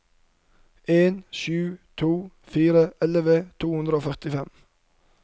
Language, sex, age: Norwegian, male, 31